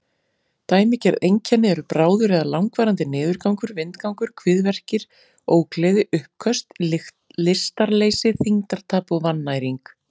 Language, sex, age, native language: Icelandic, female, 40-49, Icelandic